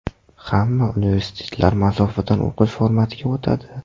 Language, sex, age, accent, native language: Uzbek, male, 18-24, Toshkent viloyati, Uzbek